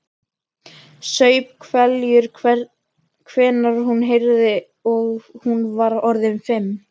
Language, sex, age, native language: Icelandic, female, 12, Icelandic